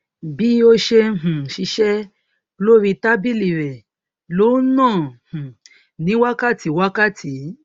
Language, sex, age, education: Yoruba, female, 30-45, tertiary